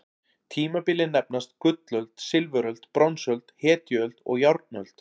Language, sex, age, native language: Icelandic, male, 40-49, Icelandic